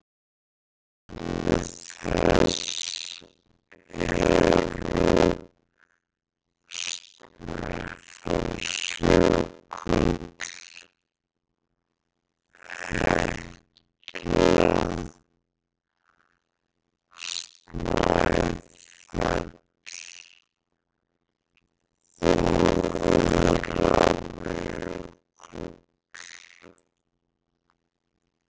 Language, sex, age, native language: Icelandic, male, 60-69, Icelandic